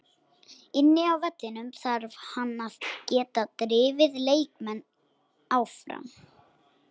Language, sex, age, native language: Icelandic, female, 60-69, Icelandic